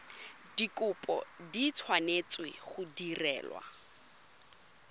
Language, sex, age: Tswana, female, 22